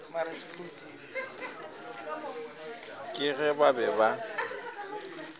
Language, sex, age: Northern Sotho, female, 22